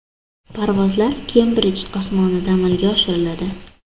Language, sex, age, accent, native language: Uzbek, female, under 19, Toshkent shahri, Uzbek